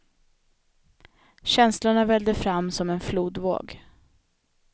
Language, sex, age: Swedish, female, 25